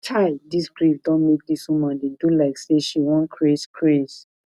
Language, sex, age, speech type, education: Nigerian Pidgin, female, 30-45, spontaneous, tertiary